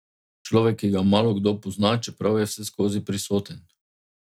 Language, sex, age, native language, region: Slovenian, male, 50-59, Slovenian, Drava region